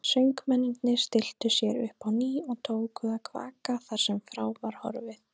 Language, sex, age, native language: Icelandic, female, 30-39, Icelandic